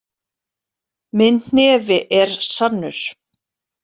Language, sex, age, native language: Icelandic, female, 40-49, Icelandic